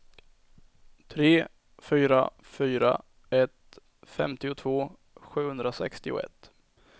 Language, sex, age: Swedish, male, 22